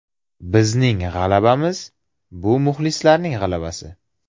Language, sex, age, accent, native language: Uzbek, male, 18-24, Surxondaryo, Uzbek